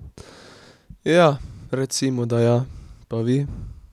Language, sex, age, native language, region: Slovenian, male, 18-29, Slovenian, Drava region